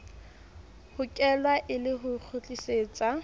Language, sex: Southern Sotho, female